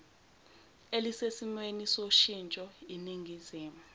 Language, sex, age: Zulu, female, 17